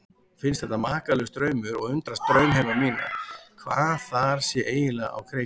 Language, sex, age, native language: Icelandic, male, 40-49, Icelandic